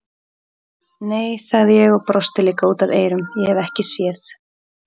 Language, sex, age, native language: Icelandic, female, 30-39, Icelandic